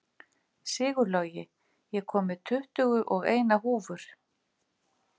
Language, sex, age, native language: Icelandic, female, 50-59, Icelandic